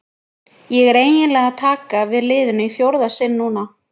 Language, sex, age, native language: Icelandic, female, 20-29, Icelandic